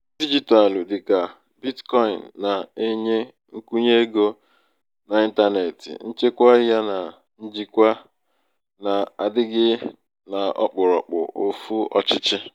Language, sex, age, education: Igbo, male, 15-29, tertiary